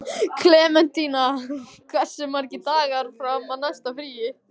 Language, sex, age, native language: Icelandic, male, 14, Icelandic